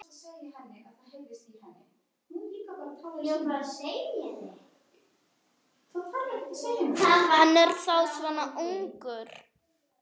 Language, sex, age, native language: Icelandic, female, 7, Icelandic